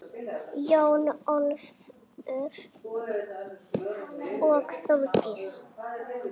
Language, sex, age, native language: Icelandic, female, 8, Icelandic